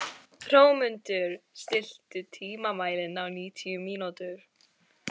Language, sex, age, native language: Icelandic, female, 11, Icelandic